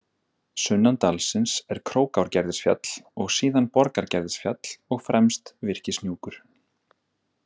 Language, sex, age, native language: Icelandic, male, 30-39, Icelandic